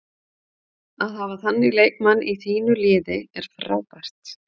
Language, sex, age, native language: Icelandic, female, 50-59, Icelandic